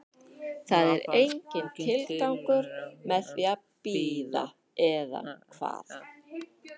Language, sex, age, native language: Icelandic, male, 12, Icelandic